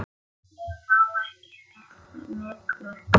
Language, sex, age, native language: Icelandic, male, 8, Icelandic